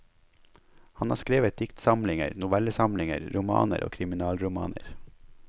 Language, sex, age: Norwegian, male, 21